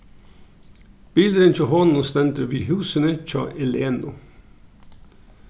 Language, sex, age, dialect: Faroese, male, 36-60, Norðurstreymoy/Eysturoy